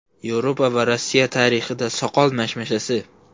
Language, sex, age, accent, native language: Uzbek, male, 18-24, Xorazm, Uzbek